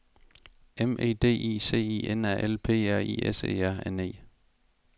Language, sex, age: Danish, male, 42